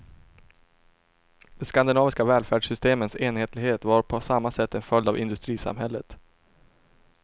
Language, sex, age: Swedish, male, 24